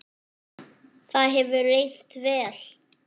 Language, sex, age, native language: Icelandic, male, 8, French